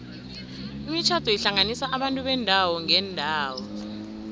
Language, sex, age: South Ndebele, female, 19